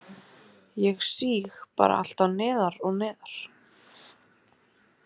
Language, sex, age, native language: Icelandic, female, 30-39, Icelandic